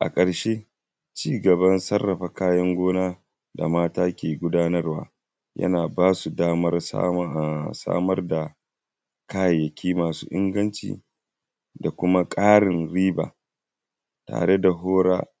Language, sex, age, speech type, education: Hausa, male, 15-29, spontaneous, primary